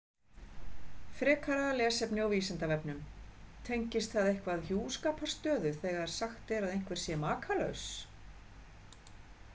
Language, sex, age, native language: Icelandic, female, 50-59, Icelandic